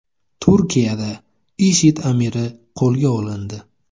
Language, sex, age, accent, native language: Uzbek, male, 25-34, Navoiy, Uzbek